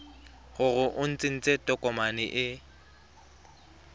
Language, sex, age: Tswana, male, 23